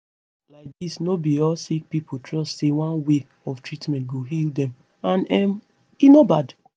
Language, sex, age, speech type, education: Nigerian Pidgin, female, 15-29, spontaneous, tertiary